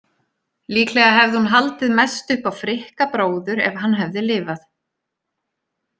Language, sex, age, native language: Icelandic, female, 30-39, Icelandic